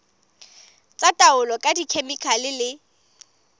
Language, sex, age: Southern Sotho, female, 25